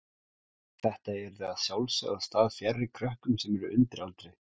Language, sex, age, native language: Icelandic, male, 17, Icelandic